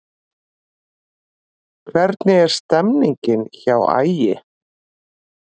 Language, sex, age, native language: Icelandic, female, 40-49, Icelandic